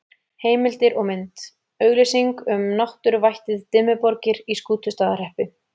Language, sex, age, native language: Icelandic, female, 30-39, Icelandic